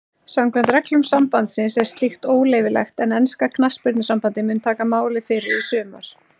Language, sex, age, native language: Icelandic, female, 30-39, Icelandic